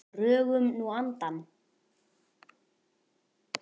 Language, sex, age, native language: Icelandic, male, 10, Icelandic